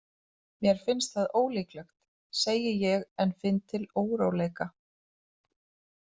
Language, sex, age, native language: Icelandic, female, 30-39, Icelandic